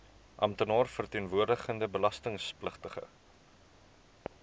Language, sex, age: Afrikaans, male, 23